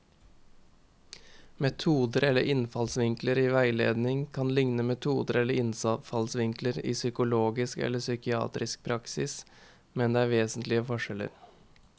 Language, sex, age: Norwegian, male, 21